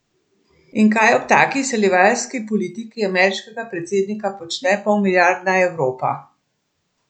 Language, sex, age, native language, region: Slovenian, female, 60+, Slovenian, Central Slovenia